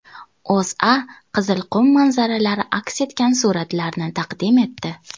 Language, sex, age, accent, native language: Uzbek, female, 19-29, Toshkent viloyati, Uzbek